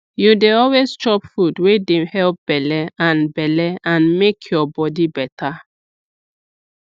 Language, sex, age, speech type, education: Nigerian Pidgin, female, 15-29, spontaneous, tertiary